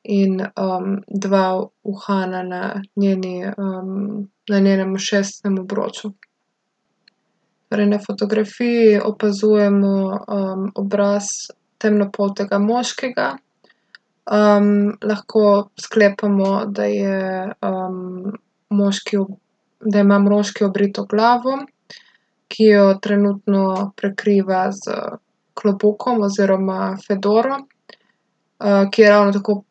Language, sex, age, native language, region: Slovenian, female, 18-29, Slovenian, Gorica region